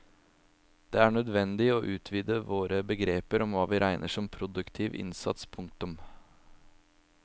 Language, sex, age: Norwegian, male, 27